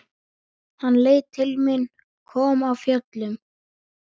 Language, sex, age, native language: Icelandic, male, 12, Icelandic